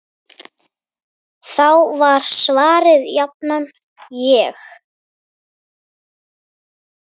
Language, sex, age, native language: Icelandic, female, 9, Icelandic